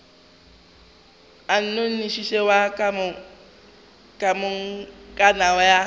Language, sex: Northern Sotho, female